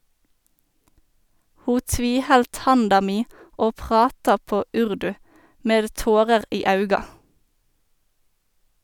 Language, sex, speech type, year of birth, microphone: Norwegian, female, read, 1991, Sennheiser